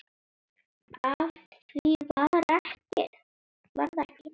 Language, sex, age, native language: Icelandic, female, 9, Icelandic